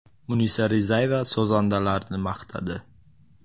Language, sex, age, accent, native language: Uzbek, male, 18-24, Samarqand, Uzbek